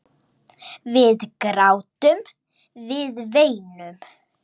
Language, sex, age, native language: Icelandic, female, 9, Icelandic